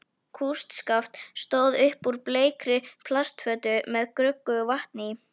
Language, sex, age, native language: Icelandic, female, 11, Icelandic